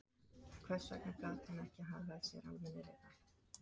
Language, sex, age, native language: Icelandic, female, 30-39, Icelandic